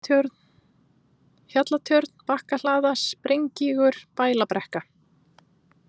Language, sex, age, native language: Icelandic, female, 30-39, Icelandic